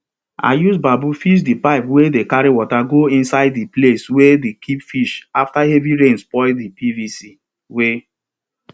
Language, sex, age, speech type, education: Nigerian Pidgin, male, 30-45, spontaneous, tertiary